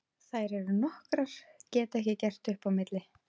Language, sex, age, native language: Icelandic, female, 30-39, Icelandic